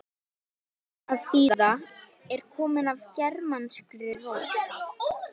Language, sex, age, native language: Icelandic, male, 18-19, Icelandic